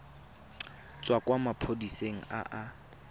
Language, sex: Tswana, male